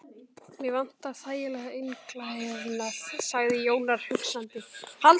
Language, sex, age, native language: Icelandic, male, 18-19, Icelandic